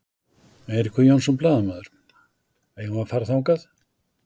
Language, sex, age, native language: Icelandic, male, 60-69, Icelandic